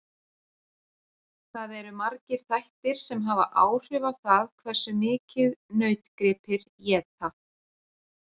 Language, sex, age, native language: Icelandic, female, 40-49, Icelandic